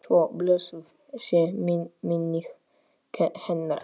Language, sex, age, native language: Icelandic, male, 8, Polish